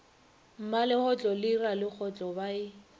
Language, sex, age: Northern Sotho, female, 30